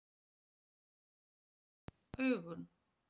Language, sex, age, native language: Icelandic, female, 40-49, Icelandic